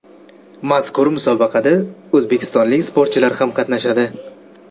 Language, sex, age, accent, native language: Uzbek, male, 18-24, Jizzax, Uzbek